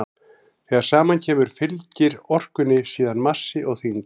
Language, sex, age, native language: Icelandic, male, 40-49, Icelandic